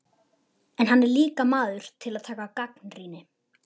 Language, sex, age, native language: Icelandic, male, 11, Icelandic